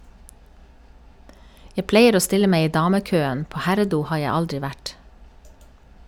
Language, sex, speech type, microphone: Norwegian, female, read, Shure